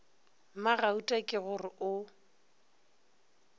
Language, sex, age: Northern Sotho, female, 24